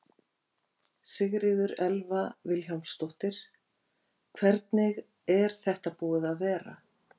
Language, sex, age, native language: Icelandic, female, 50-59, Icelandic